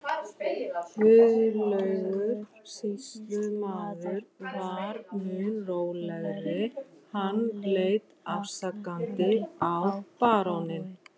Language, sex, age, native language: Icelandic, female, 11, Icelandic